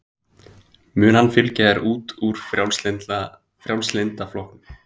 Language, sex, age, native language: Icelandic, male, 20-29, Icelandic